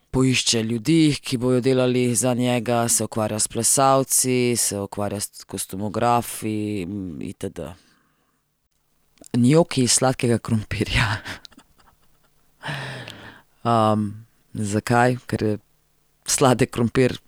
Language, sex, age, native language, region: Slovenian, female, 30-49, Slovenian, Central Slovenia